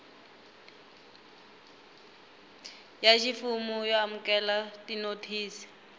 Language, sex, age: Tsonga, female, 19